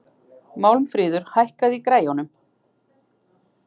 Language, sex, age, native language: Icelandic, female, 50-59, Icelandic